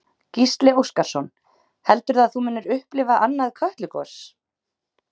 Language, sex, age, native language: Icelandic, female, 30-39, Icelandic